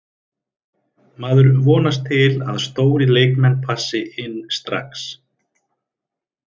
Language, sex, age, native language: Icelandic, male, 30-39, Icelandic